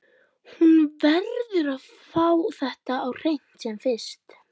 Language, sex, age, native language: Icelandic, female, 12, Icelandic